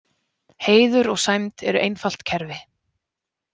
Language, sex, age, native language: Icelandic, female, 20-29, Icelandic